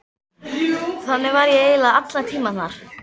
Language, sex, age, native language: Icelandic, female, 12, Icelandic